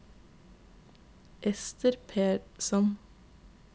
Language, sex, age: Norwegian, female, 22